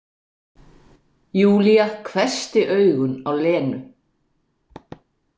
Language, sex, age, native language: Icelandic, female, 60-69, Icelandic